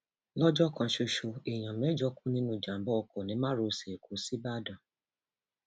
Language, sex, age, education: Yoruba, female, 46-60, tertiary